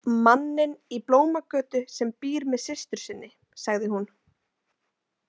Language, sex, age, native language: Icelandic, female, 20-29, Icelandic